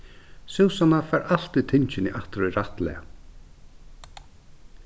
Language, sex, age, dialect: Faroese, male, 36-60, Suðurstreymoy